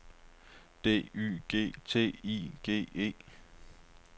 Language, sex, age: Danish, male, 23